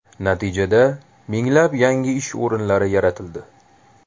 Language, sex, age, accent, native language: Uzbek, male, 18-24, Toshkent shahri, Uzbek